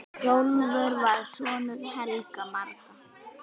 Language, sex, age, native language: Icelandic, female, 9, Icelandic